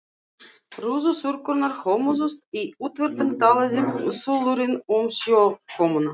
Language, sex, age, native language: Icelandic, female, 40-49, Russian